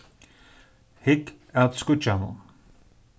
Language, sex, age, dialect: Faroese, male, 36-60, Suðurstreymoy